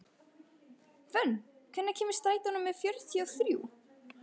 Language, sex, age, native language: Icelandic, female, 13, Icelandic